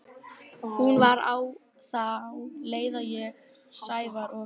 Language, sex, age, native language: Icelandic, female, 11, Icelandic